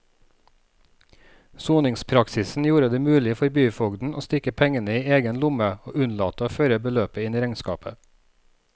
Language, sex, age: Norwegian, male, 36